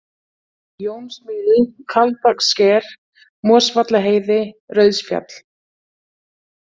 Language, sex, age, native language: Icelandic, female, 40-49, Icelandic